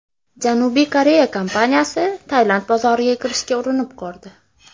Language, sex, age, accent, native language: Uzbek, female, under 19, Farg'ona, Uzbek